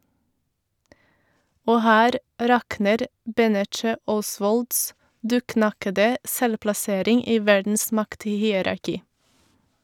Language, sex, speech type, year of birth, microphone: Norwegian, female, read, 1984, Shure